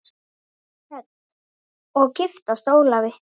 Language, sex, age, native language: Icelandic, female, 9, Icelandic